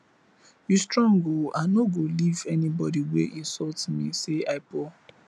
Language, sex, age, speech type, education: Nigerian Pidgin, male, 15-29, spontaneous, tertiary